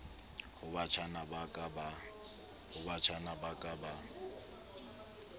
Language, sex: Southern Sotho, male